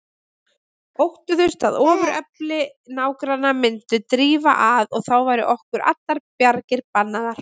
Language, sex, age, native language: Icelandic, female, 20-29, Icelandic